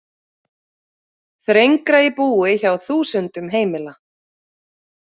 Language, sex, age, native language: Icelandic, female, 40-49, Icelandic